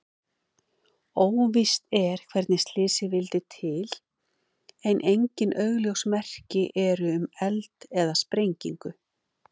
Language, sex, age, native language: Icelandic, female, 50-59, Icelandic